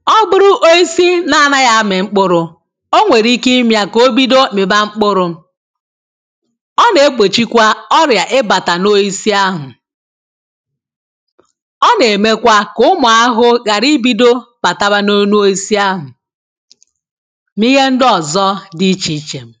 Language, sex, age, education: Igbo, female, 15-29, tertiary